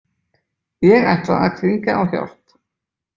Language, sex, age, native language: Icelandic, male, 20-29, Icelandic